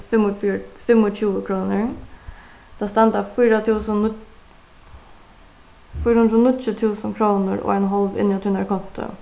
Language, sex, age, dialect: Faroese, female, 15-35, Suðuroy